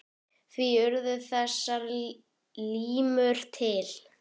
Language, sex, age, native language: Icelandic, female, 10, Icelandic